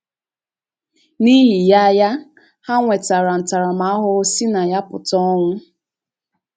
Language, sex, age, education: Igbo, female, 15-29, tertiary